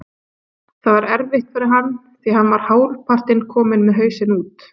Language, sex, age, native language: Icelandic, female, 30-39, Icelandic